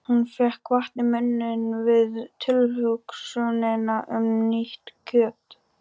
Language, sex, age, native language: Icelandic, male, 12, Icelandic